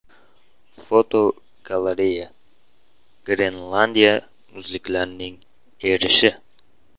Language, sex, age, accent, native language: Uzbek, male, 18-24, Andijon, Uzbek